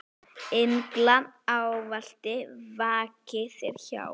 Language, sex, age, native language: Icelandic, female, 9, Icelandic